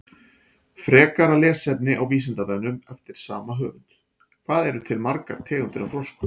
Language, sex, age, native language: Icelandic, male, 40-49, Icelandic